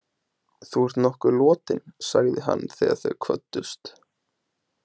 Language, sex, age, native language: Icelandic, male, 20-29, Icelandic